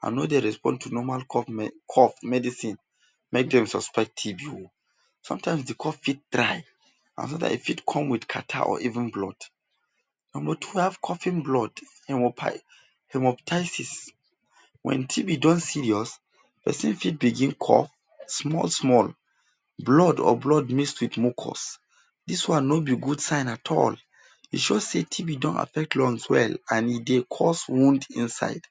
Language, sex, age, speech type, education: Nigerian Pidgin, male, 15-29, spontaneous, tertiary